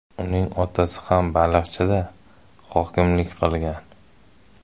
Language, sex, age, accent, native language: Uzbek, male, 25-34, Toshkent shahri, Uzbek